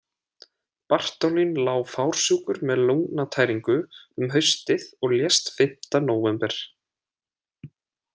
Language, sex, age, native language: Icelandic, male, 30-39, Icelandic